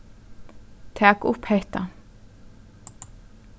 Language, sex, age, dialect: Faroese, female, 15-35, Suðurstreymoy